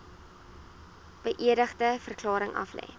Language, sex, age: Afrikaans, female, 19